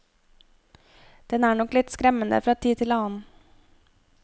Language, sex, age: Norwegian, female, 25